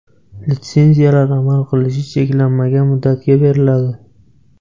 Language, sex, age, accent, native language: Uzbek, male, 18-24, Navoiy, Uzbek